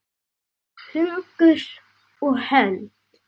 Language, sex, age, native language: Icelandic, female, 9, Icelandic